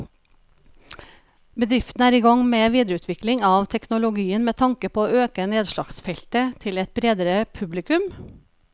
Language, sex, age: Norwegian, female, 37